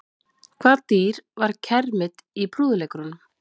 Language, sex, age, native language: Icelandic, female, 30-39, Icelandic